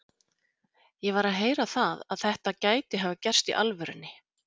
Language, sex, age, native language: Icelandic, female, 40-49, Icelandic